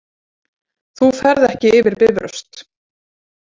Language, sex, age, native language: Icelandic, female, 40-49, Icelandic